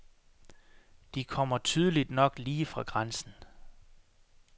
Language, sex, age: Danish, male, 33